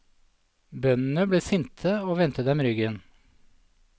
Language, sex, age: Norwegian, male, 47